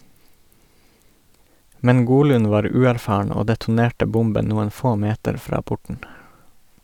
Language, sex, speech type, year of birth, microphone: Norwegian, male, read, 1986, Sennheiser